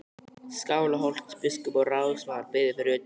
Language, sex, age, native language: Icelandic, male, 12, Icelandic